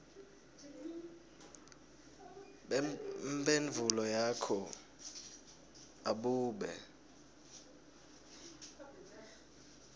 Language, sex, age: Swati, male, 20